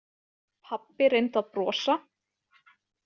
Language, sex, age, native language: Icelandic, female, 18-19, Icelandic